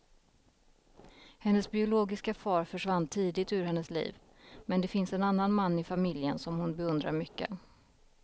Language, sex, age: Swedish, female, 33